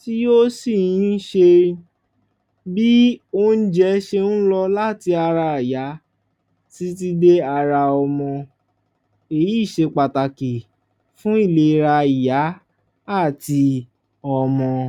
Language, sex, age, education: Yoruba, male, 15-29, tertiary